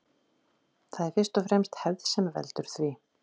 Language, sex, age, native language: Icelandic, female, 40-49, Icelandic